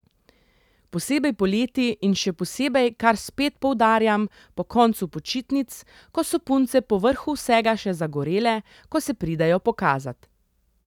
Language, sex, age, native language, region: Slovenian, female, 30-49, Slovenian, Central Slovenia